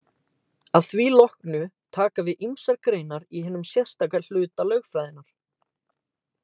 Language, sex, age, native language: Icelandic, male, 18-19, Icelandic